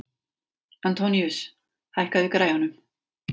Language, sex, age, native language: Icelandic, female, 40-49, Icelandic